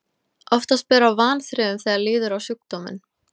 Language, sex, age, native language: Icelandic, female, 20-29, Icelandic